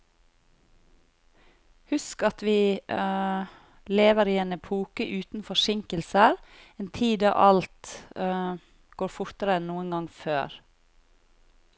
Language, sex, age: Norwegian, female, 40